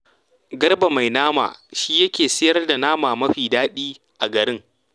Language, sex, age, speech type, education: Hausa, male, 15-29, read, tertiary